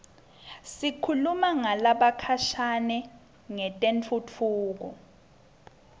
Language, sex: Swati, female